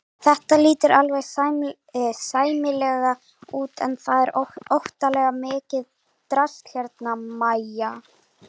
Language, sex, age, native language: Icelandic, female, 18-19, Icelandic